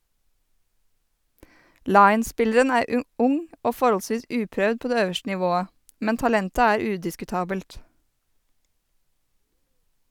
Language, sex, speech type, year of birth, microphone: Norwegian, female, read, 1986, Sennheiser